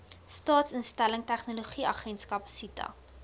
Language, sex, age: Afrikaans, female, 22